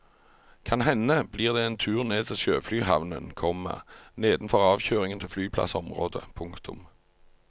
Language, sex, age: Norwegian, male, 45